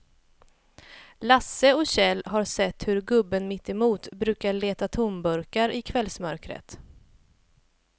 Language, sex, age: Swedish, female, 28